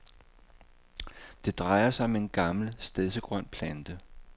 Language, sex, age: Danish, male, 58